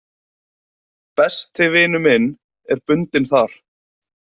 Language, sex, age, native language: Icelandic, male, 20-29, Icelandic